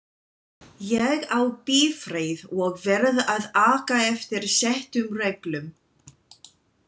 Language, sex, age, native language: Icelandic, female, 20-29, English